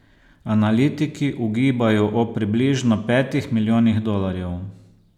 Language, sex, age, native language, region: Slovenian, male, 50-59, Slovenian, Posavska region